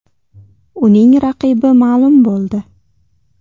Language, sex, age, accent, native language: Uzbek, female, 19-29, Toshkent shahri, Uzbek